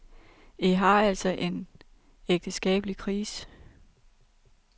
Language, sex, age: Danish, female, 32